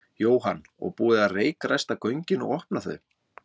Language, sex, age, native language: Icelandic, male, 40-49, Icelandic